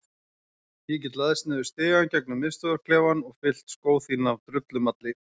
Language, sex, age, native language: Icelandic, male, 40-49, Icelandic